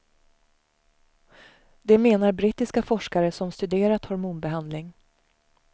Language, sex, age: Swedish, female, 35